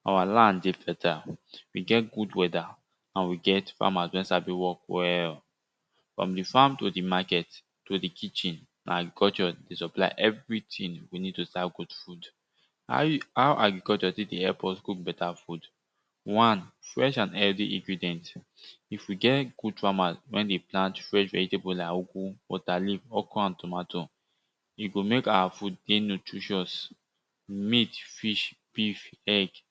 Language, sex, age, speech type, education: Nigerian Pidgin, male, 15-29, spontaneous, tertiary